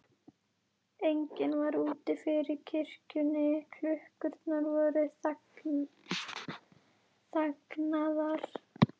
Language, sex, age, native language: Icelandic, female, 11, Icelandic